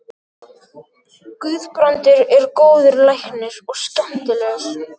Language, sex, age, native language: Icelandic, male, 12, Icelandic